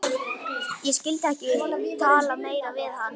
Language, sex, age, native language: Icelandic, male, 11, Icelandic